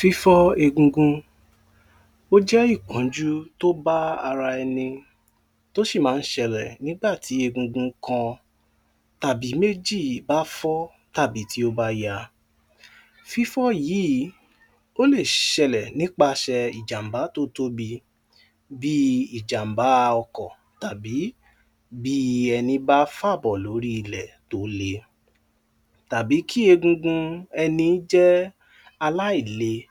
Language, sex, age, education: Yoruba, male, 46-60, tertiary